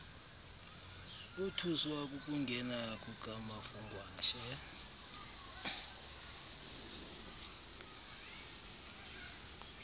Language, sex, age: Xhosa, male, 35